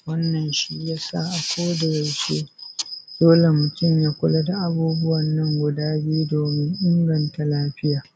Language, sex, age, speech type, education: Hausa, male, 30-45, spontaneous, secondary